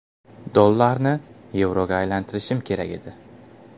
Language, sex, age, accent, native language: Uzbek, male, 18-24, Buxoro, Uzbek